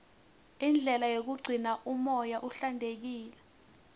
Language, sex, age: Swati, female, 19